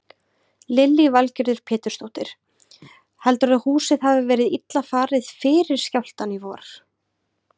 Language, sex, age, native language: Icelandic, female, 20-29, Icelandic